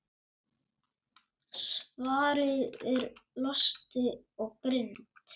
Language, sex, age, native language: Icelandic, male, 9, Icelandic